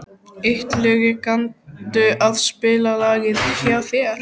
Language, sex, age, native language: Icelandic, male, 12, Icelandic